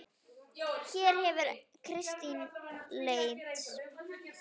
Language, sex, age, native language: Icelandic, male, 9, Icelandic